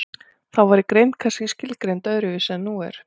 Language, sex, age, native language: Icelandic, female, 40-49, Icelandic